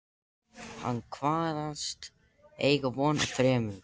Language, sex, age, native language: Icelandic, male, 13, Icelandic